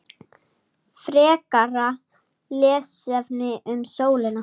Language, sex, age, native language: Icelandic, female, 7, Icelandic